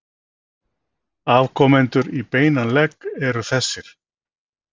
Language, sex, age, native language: Icelandic, male, 60-69, Icelandic